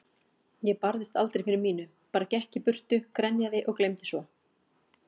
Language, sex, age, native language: Icelandic, female, 40-49, Icelandic